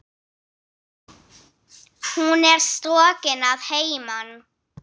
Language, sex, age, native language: Icelandic, female, 8, English